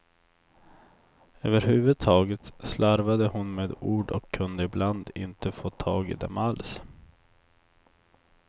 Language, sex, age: Swedish, male, 24